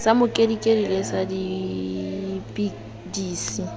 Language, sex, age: Southern Sotho, female, 19